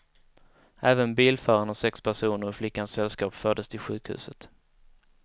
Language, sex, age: Swedish, male, 19